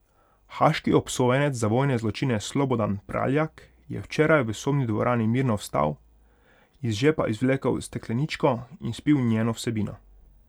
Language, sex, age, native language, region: Slovenian, male, 18-29, Hungarian, Pomurje region